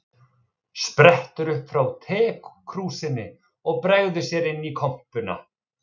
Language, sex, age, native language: Icelandic, male, 30-39, Icelandic